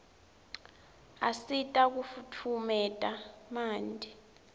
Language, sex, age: Swati, female, 20